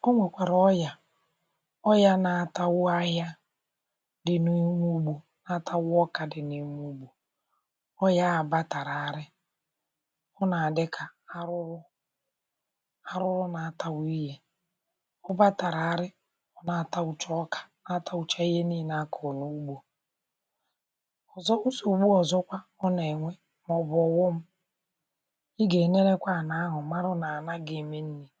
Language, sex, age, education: Igbo, female, 30-45, primary